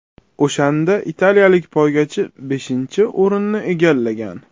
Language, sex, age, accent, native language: Uzbek, male, 25-34, Toshkent shahri, Uzbek